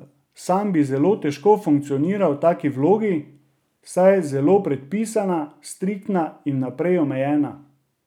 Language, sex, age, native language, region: Slovenian, male, 30-49, Slovenian, Drava region